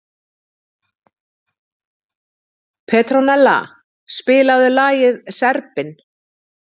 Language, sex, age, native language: Icelandic, female, 50-59, Icelandic